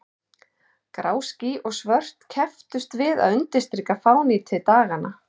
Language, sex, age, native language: Icelandic, male, 11, Icelandic